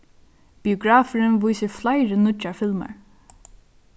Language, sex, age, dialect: Faroese, female, 15-35, Suðurstreymoy